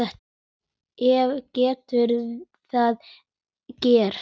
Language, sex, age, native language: Icelandic, male, 10, Icelandic